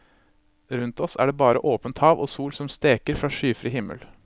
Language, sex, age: Norwegian, male, 26